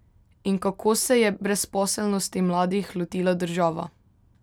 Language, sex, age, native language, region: Slovenian, female, 18-29, Slovenian, Drava region